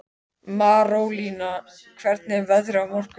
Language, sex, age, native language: Icelandic, male, 12, Icelandic